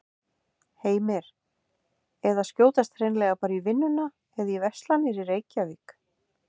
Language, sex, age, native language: Icelandic, female, 50-59, Icelandic